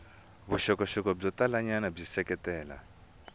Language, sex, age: Tsonga, male, 22